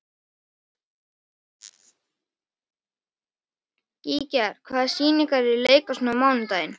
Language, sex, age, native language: Icelandic, male, 11, Icelandic